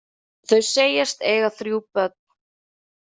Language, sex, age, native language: Icelandic, female, 30-39, Icelandic